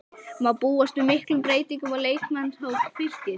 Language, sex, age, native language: Icelandic, female, 11, Icelandic